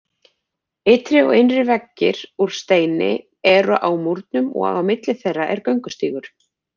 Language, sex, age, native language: Icelandic, female, 40-49, Icelandic